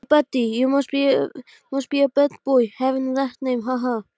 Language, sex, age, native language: Icelandic, male, 12, Icelandic